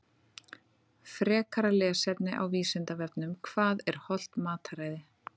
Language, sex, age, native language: Icelandic, female, 30-39, Icelandic